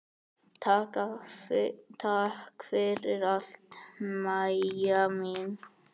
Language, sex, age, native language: Icelandic, female, 9, Icelandic